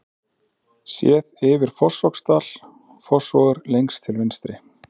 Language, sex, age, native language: Icelandic, male, 30-39, Icelandic